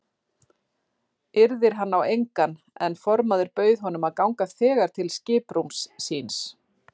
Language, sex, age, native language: Icelandic, female, 40-49, Icelandic